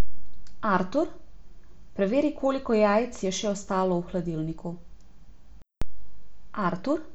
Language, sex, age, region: Slovenian, female, 18-29, Abroad